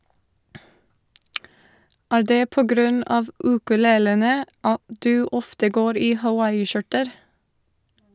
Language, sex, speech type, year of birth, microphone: Norwegian, female, read, 1987, Shure